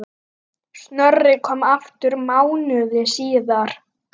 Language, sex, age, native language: Icelandic, female, 9, Icelandic